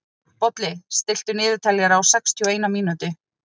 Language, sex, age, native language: Icelandic, female, 30-39, Icelandic